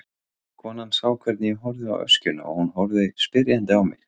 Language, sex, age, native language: Icelandic, male, 40-49, Icelandic